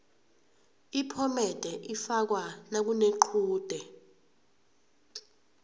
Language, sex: South Ndebele, female